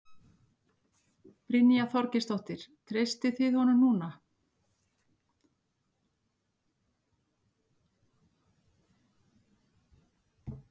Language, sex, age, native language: Icelandic, female, 60-69, Icelandic